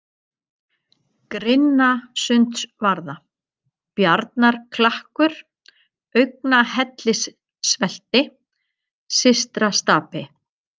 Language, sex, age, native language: Icelandic, female, 50-59, Icelandic